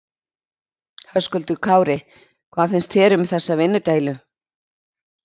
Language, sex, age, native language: Icelandic, female, 50-59, Icelandic